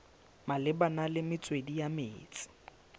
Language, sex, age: Tswana, male, 20